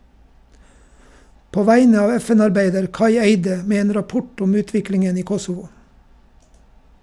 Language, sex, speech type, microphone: Norwegian, male, read, Shure